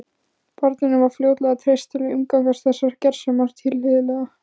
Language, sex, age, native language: Icelandic, female, 15, Icelandic